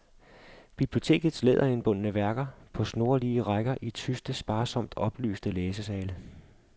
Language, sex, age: Danish, male, 52